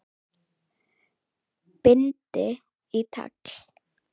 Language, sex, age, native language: Icelandic, female, 10, Icelandic